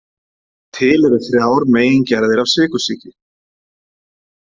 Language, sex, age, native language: Icelandic, male, 30-39, Icelandic